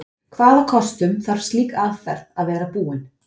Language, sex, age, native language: Icelandic, female, 30-39, Icelandic